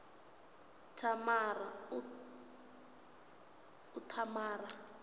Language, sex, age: Venda, female, 18